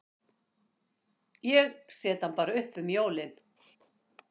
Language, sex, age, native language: Icelandic, female, 60-69, Icelandic